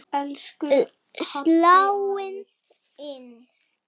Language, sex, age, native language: Icelandic, female, 5, Icelandic